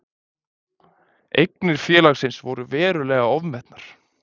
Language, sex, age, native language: Icelandic, male, 20-29, Icelandic